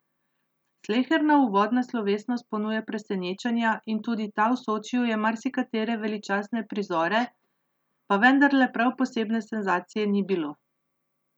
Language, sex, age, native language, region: Slovenian, female, 30-49, Slovenian, Central Slovenia